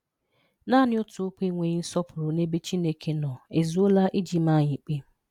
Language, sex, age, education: Igbo, female, 30-45, tertiary